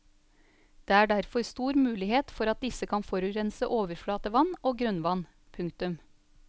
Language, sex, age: Norwegian, female, 35